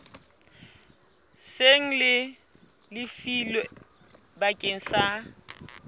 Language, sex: Southern Sotho, female